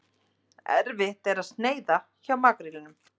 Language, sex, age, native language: Icelandic, female, 30-39, Icelandic